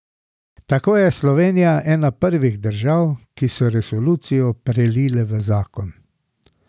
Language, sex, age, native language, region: Slovenian, male, 60+, Slovenian, Drava region